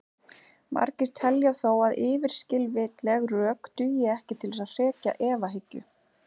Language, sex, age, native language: Icelandic, female, 40-49, Icelandic